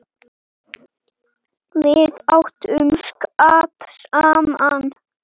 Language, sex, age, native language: Icelandic, male, 8, Icelandic